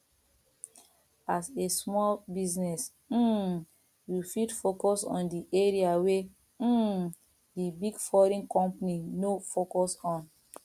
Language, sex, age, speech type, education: Nigerian Pidgin, female, 30-45, spontaneous, tertiary